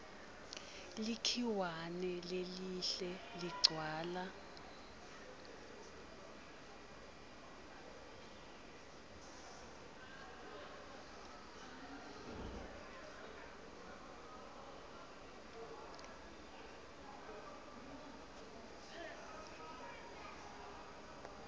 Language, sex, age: Swati, female, 22